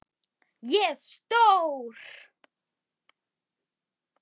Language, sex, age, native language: Icelandic, female, 10, Icelandic